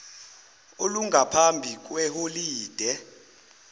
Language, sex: Zulu, male